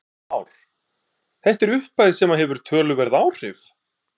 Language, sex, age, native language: Icelandic, male, 30-39, Icelandic